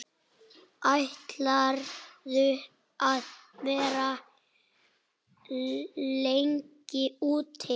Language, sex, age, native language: Icelandic, male, 7, Icelandic